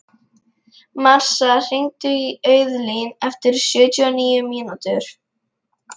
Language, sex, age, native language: Icelandic, female, 11, Lithuanian